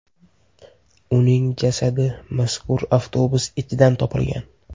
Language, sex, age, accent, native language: Uzbek, male, 18-24, Toshkent shahri, Uzbek